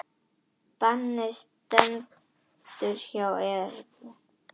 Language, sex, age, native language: Icelandic, female, 18-19, Icelandic